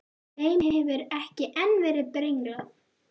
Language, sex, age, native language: Icelandic, female, 11, Icelandic